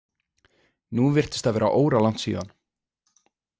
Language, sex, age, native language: Icelandic, male, 20-29, Icelandic